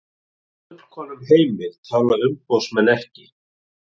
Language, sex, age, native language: Icelandic, male, 40-49, Icelandic